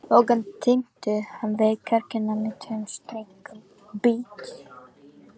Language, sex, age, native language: Icelandic, female, 14, Icelandic